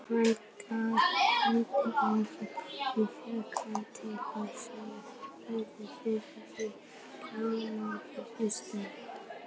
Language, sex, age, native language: Icelandic, male, 18-19, Icelandic